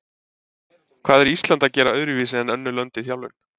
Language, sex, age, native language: Icelandic, male, 30-39, Icelandic